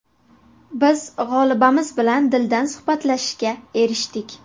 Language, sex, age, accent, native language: Uzbek, female, 18-24, Buxoro, Uzbek